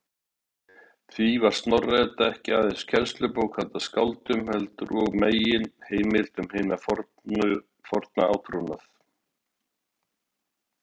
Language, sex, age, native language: Icelandic, male, 60-69, Icelandic